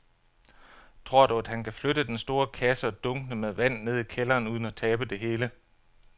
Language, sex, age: Danish, male, 33